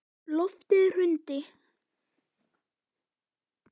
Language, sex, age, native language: Icelandic, male, 9, Icelandic